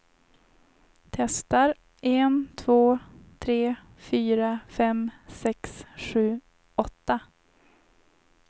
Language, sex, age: Swedish, female, 25